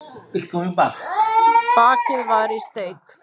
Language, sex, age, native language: Icelandic, female, 10, Icelandic